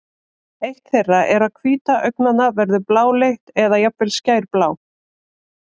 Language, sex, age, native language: Icelandic, female, 30-39, Icelandic